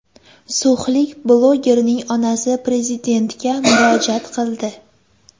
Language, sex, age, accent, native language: Uzbek, female, 18-24, Sirdaryo, Uzbek